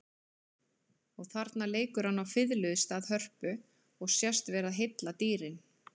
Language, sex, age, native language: Icelandic, female, 30-39, Icelandic